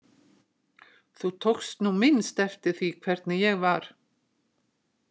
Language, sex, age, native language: Icelandic, female, 60-69, Icelandic